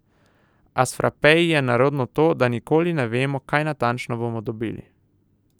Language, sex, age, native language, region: Slovenian, male, 18-29, Slovenian, Southeast Slovenia